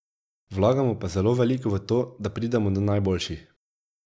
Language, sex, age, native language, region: Slovenian, male, 18-29, Slovenian, Drava region